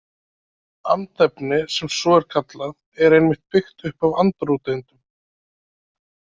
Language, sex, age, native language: Icelandic, male, 30-39, Icelandic